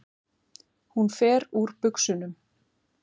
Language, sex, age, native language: Icelandic, female, 30-39, Icelandic